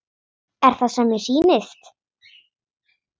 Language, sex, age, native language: Icelandic, female, 10, Icelandic